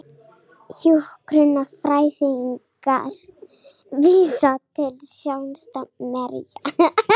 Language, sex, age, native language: Icelandic, female, 40-49, Icelandic